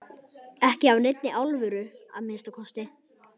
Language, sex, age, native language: Icelandic, male, 11, Icelandic